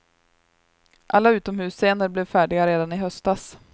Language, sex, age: Swedish, female, 23